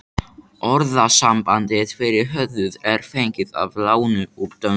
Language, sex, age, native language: Icelandic, male, 18-19, Icelandic